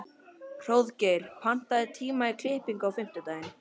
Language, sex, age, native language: Icelandic, female, 12, Icelandic